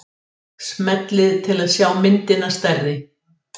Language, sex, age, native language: Icelandic, female, 60-69, Icelandic